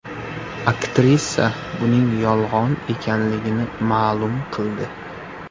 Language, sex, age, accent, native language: Uzbek, male, 18-24, Toshkent viloyati, Uzbek